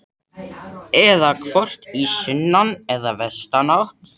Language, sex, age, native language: Icelandic, male, 80-89, Swedish